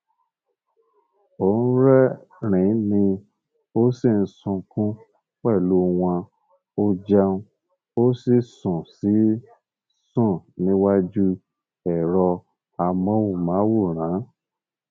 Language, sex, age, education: Yoruba, male, 30-45, tertiary